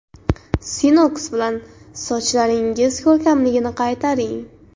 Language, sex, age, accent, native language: Uzbek, female, 18-24, Andijon, Uzbek